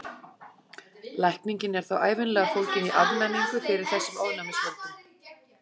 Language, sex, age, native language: Icelandic, female, 40-49, Icelandic